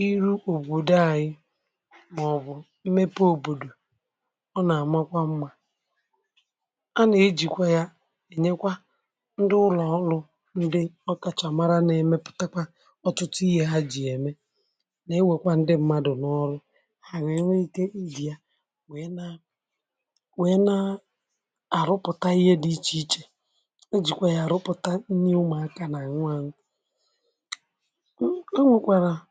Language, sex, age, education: Igbo, male, 46-60, tertiary